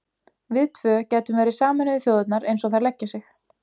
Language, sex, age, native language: Icelandic, female, 20-29, Icelandic